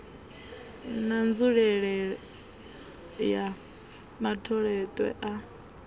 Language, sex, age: Venda, female, 21